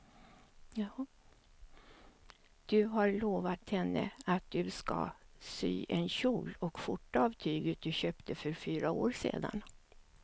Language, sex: Swedish, female